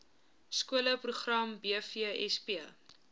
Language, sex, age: Afrikaans, female, 19